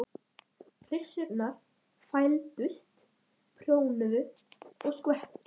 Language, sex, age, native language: Icelandic, male, 10, Icelandic